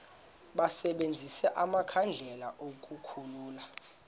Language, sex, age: Xhosa, male, 26